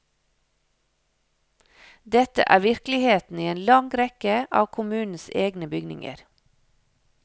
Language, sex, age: Norwegian, female, 56